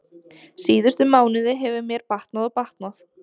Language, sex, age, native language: Icelandic, female, 20-29, Icelandic